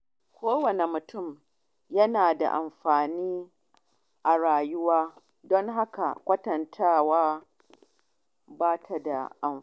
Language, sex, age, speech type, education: Hausa, female, 30-45, spontaneous, tertiary